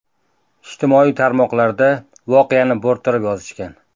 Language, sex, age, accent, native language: Uzbek, male, 19-29, Farg'ona, Uzbek